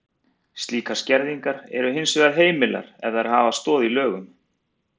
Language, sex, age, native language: Icelandic, male, 40-49, Icelandic